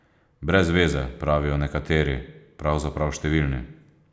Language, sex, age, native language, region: Slovenian, male, 30-49, Slovenian, Posavska region